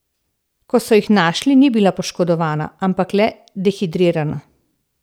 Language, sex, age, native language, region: Slovenian, female, 60+, Slovenian, Central Slovenia